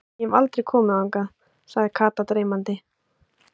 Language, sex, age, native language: Icelandic, female, 20-29, Icelandic